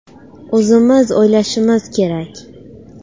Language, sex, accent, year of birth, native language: Uzbek, female, Farg'ona, 2000, Uzbek